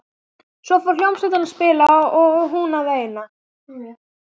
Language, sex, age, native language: Icelandic, female, 12, Icelandic